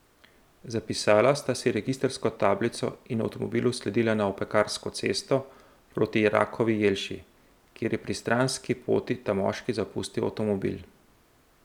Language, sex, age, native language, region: Slovenian, male, 30-49, Slovenian, Central Slovenia